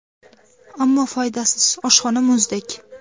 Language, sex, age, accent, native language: Uzbek, female, under 19, Toshkent viloyati, Uzbek